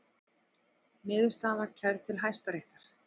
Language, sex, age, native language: Icelandic, female, 40-49, Icelandic